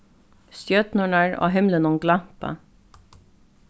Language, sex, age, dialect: Faroese, female, 15-35, Norðurstreymoy/Eysturoy